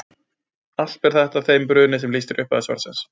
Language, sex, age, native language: Icelandic, male, 20-29, Icelandic